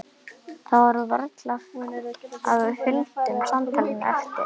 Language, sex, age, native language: Icelandic, female, 11, Icelandic